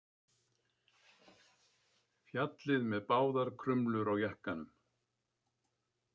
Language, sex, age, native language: Icelandic, male, 70-79, Icelandic